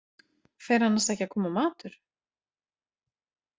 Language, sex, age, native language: Icelandic, female, 40-49, Icelandic